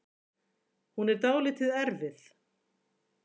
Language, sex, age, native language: Icelandic, female, 40-49, Icelandic